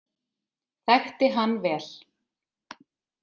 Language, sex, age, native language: Icelandic, female, 30-39, Icelandic